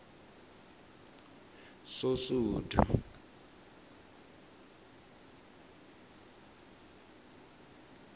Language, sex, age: South Ndebele, male, 22